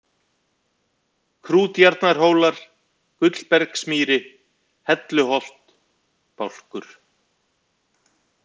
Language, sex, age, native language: Icelandic, male, 50-59, Icelandic